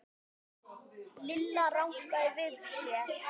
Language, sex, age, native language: Icelandic, male, 10, Icelandic